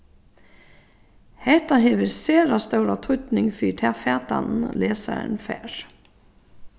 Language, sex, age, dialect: Faroese, female, 36-60, Suðurstreymoy